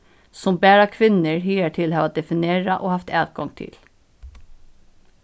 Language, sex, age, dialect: Faroese, female, 15-35, Norðuroyggjar